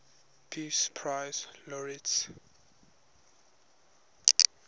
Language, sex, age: English, male, 21